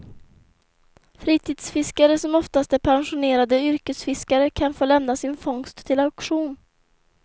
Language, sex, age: Swedish, female, 24